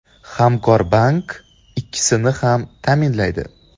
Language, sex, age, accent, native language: Uzbek, male, 18-24, Andijon, Uzbek